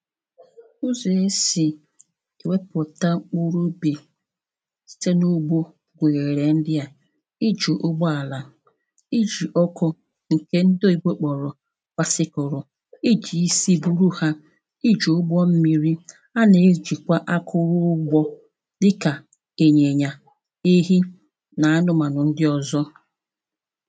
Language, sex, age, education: Igbo, female, 30-45, primary